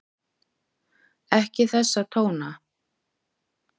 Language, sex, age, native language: Icelandic, female, 40-49, Icelandic